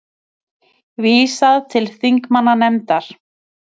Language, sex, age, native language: Icelandic, female, 30-39, Icelandic